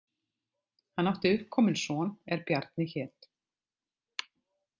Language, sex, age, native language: Icelandic, female, 50-59, Icelandic